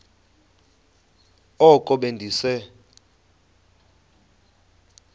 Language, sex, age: Xhosa, male, 35